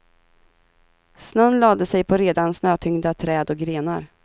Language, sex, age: Swedish, female, 32